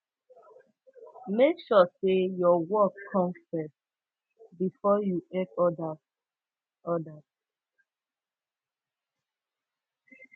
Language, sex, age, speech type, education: Nigerian Pidgin, female, 15-29, spontaneous, secondary